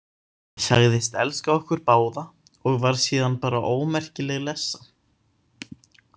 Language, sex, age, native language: Icelandic, male, 18-19, Icelandic